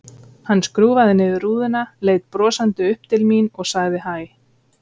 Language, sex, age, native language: Icelandic, female, 30-39, Icelandic